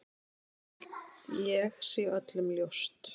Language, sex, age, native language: Icelandic, female, 40-49, Icelandic